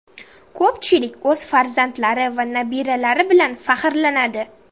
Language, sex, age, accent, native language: Uzbek, female, under 19, Samarqand, Uzbek